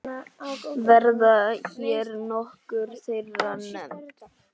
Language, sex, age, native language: Icelandic, male, 8, Icelandic